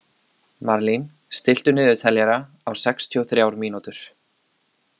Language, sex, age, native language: Icelandic, male, 20-29, Icelandic